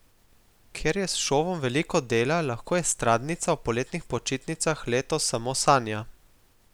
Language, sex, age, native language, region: Slovenian, male, 18-29, Slovenian, Gorica region